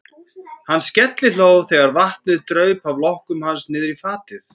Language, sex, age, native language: Icelandic, female, 14, Icelandic